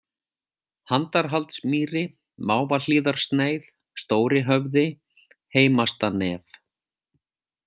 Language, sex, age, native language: Icelandic, male, 40-49, Icelandic